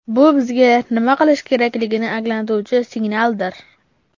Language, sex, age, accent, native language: Uzbek, male, 12-17, Farg'ona, Uzbek